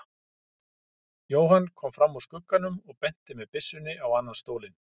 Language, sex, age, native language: Icelandic, male, 50-59, Icelandic